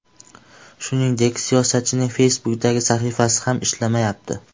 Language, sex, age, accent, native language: Uzbek, male, 12-17, Andijon, Uzbek